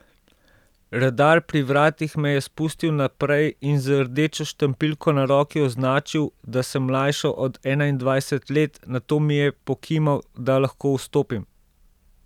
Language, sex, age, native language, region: Slovenian, male, 30-49, Slovenian, Central Slovenia